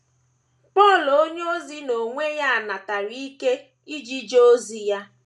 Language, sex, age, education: Igbo, female, 15-29, tertiary